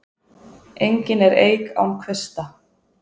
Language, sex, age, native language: Icelandic, female, 20-29, Icelandic